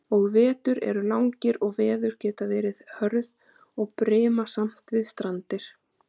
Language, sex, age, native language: Icelandic, female, 30-39, Icelandic